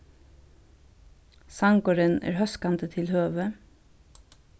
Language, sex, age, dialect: Faroese, female, 36-60, Vágar